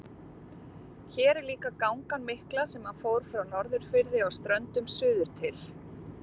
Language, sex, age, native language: Icelandic, female, 50-59, Icelandic